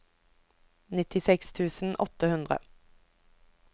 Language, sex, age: Norwegian, female, 24